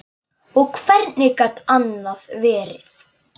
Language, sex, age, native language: Icelandic, male, 9, Icelandic